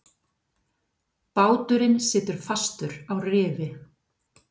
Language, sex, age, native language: Icelandic, female, 50-59, Icelandic